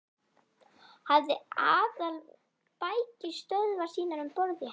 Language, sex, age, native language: Icelandic, female, 11, Icelandic